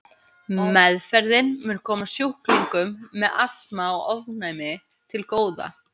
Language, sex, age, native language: Icelandic, female, 20-29, Icelandic